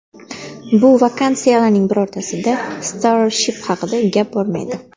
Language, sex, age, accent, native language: Uzbek, female, 19-29, Farg'ona, Uzbek